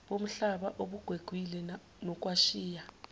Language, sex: Zulu, female